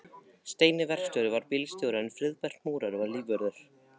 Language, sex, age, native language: Icelandic, male, 14, Icelandic